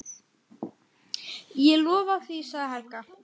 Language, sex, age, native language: Icelandic, male, 10, Icelandic